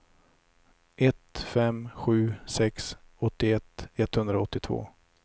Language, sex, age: Swedish, male, 34